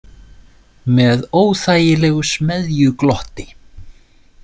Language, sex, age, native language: Icelandic, male, 40-49, Icelandic